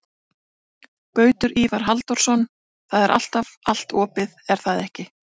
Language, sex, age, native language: Icelandic, female, 40-49, Icelandic